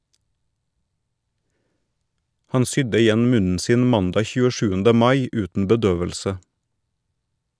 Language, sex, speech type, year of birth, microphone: Norwegian, male, read, 1979, Shure